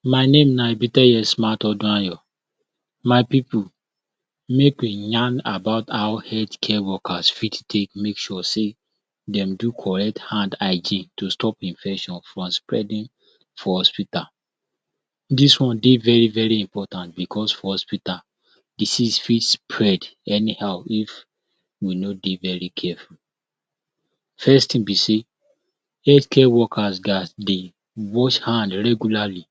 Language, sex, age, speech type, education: Nigerian Pidgin, male, 46-60, spontaneous, tertiary